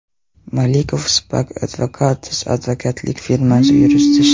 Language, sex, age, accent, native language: Uzbek, male, 12-17, Samarqand, Uzbek